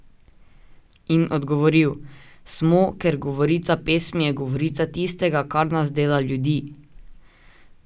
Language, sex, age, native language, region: Slovenian, male, 18-29, Slovenian, Drava region